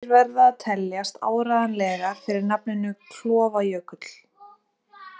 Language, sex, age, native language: Icelandic, female, 20-29, Icelandic